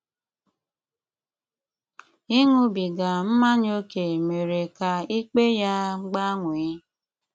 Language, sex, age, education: Igbo, female, 15-29, tertiary